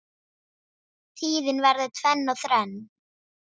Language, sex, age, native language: Icelandic, female, 10, Icelandic